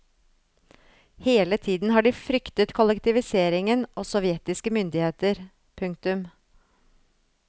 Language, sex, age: Norwegian, female, 35